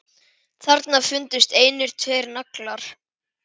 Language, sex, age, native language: Icelandic, female, 10, Icelandic